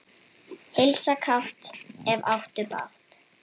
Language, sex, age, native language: Icelandic, female, 10, Icelandic